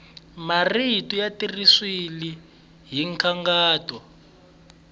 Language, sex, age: Tsonga, male, 20